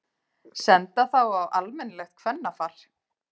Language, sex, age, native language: Icelandic, female, 30-39, Icelandic